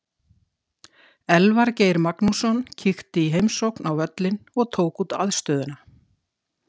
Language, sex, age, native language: Icelandic, female, 60-69, Icelandic